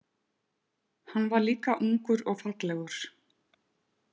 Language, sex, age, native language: Icelandic, female, 50-59, Icelandic